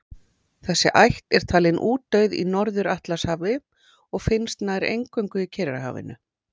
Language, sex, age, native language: Icelandic, female, 40-49, Icelandic